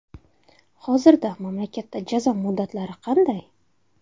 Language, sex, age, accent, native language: Uzbek, female, 19-29, Toshkent shahri, Uzbek